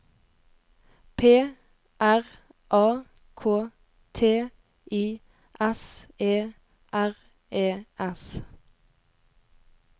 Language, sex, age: Norwegian, female, 22